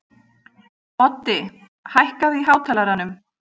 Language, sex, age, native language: Icelandic, female, 40-49, Icelandic